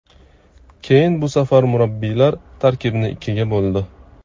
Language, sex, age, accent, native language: Uzbek, male, 25-34, Toshkent viloyati, Uzbek